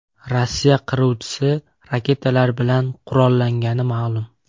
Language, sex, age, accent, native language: Uzbek, male, 18-24, Andijon, Uzbek